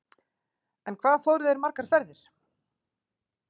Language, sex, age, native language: Icelandic, female, 40-49, Icelandic